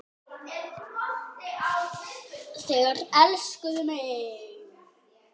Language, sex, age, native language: Icelandic, male, 8, Icelandic